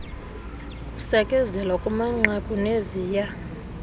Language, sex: Xhosa, male